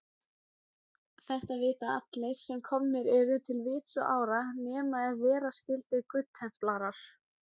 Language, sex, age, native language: Icelandic, female, 17, Icelandic